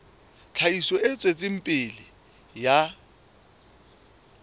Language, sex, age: Southern Sotho, male, 24